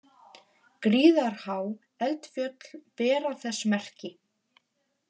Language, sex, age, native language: Icelandic, female, 18-19, Polish